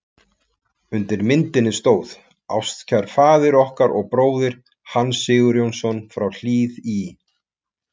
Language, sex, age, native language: Icelandic, male, 40-49, Icelandic